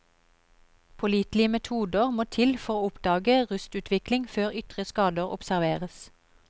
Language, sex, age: Norwegian, female, 31